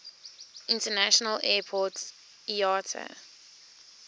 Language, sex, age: English, female, 19